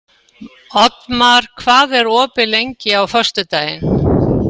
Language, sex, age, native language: Icelandic, female, 70-79, Icelandic